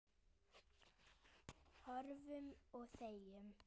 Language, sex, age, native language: Icelandic, female, 9, Icelandic